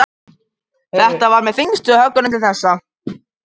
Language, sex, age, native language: Icelandic, male, 18-19, Japanese